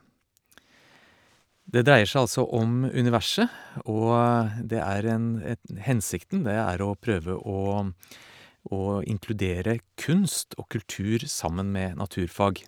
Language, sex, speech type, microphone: Norwegian, male, spontaneous, Shure